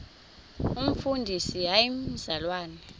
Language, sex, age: Xhosa, female, 26